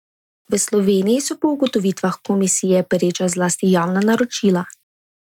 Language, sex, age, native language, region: Slovenian, female, 18-29, Slovenian, Drava region